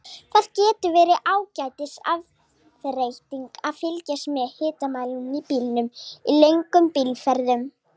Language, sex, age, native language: Icelandic, female, 40-49, Icelandic